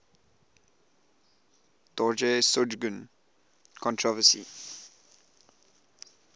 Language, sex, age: English, male, 20